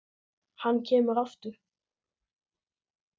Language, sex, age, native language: Icelandic, male, 10, Icelandic